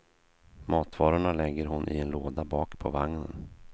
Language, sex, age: Swedish, male, 32